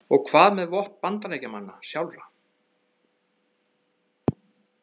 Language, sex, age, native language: Icelandic, male, 30-39, Icelandic